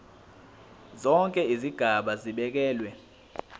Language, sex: Zulu, male